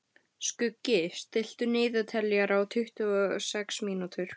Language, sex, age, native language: Icelandic, female, 12, Icelandic